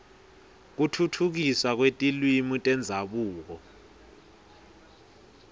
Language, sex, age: Swati, male, 20